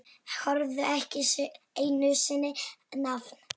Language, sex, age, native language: Icelandic, female, 7, Polish